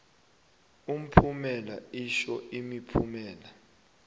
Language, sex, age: South Ndebele, male, 21